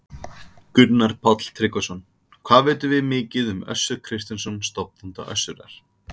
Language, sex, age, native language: Icelandic, male, 30-39, Icelandic